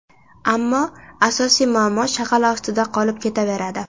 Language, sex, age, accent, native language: Uzbek, female, under 19, Qashqadaryo, Uzbek